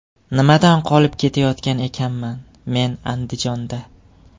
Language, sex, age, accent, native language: Uzbek, male, 18-24, Jizzax, Uzbek